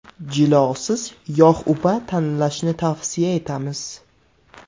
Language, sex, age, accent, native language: Uzbek, male, 18-24, Samarqand, Uzbek